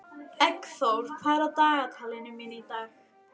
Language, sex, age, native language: Icelandic, female, 11, Icelandic